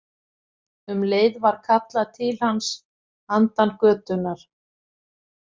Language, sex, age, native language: Icelandic, female, 50-59, Icelandic